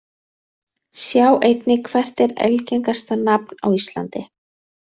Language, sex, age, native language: Icelandic, female, 30-39, Icelandic